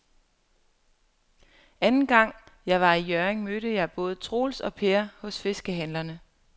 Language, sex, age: Danish, female, 23